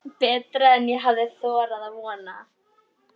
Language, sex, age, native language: Icelandic, female, 12, Icelandic